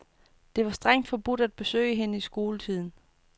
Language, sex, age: Danish, female, 29